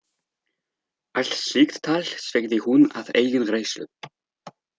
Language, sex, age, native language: Icelandic, male, 30-39, French